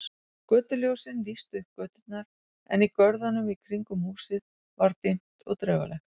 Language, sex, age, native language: Icelandic, female, 40-49, Icelandic